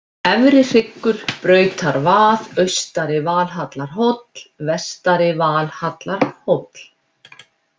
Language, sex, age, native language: Icelandic, female, 50-59, Icelandic